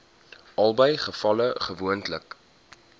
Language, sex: Afrikaans, male